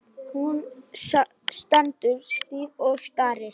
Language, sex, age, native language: Icelandic, male, 8, Icelandic